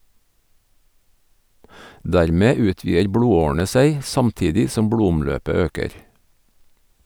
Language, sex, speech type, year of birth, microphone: Norwegian, male, read, 1951, Sennheiser